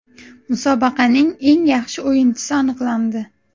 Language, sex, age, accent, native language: Uzbek, female, 18-24, Namangan, Uzbek